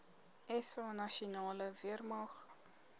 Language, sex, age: Afrikaans, female, 18